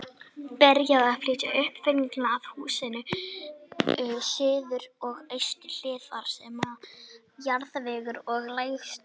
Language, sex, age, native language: Icelandic, male, 18-19, Icelandic